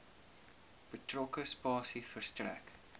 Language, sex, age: Afrikaans, male, 19